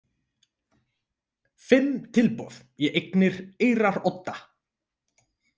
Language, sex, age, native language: Icelandic, male, 20-29, Icelandic